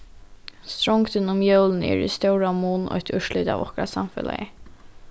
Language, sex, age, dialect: Faroese, female, 15-35, Norðuroyggjar